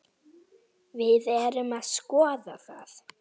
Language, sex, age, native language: Icelandic, female, 9, Icelandic